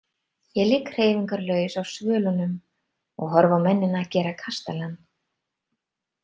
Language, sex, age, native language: Icelandic, female, 30-39, Icelandic